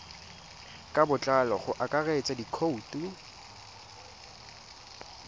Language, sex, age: Tswana, male, 22